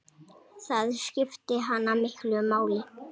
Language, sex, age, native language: Icelandic, male, 6, Icelandic